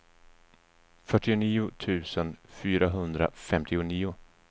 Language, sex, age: Swedish, male, 34